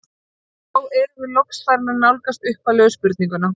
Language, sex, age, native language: Icelandic, female, 20-29, Icelandic